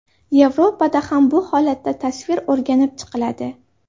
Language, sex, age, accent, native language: Uzbek, female, 18-24, Farg'ona, Uzbek